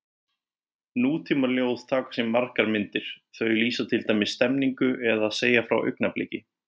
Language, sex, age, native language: Icelandic, male, 20-29, Icelandic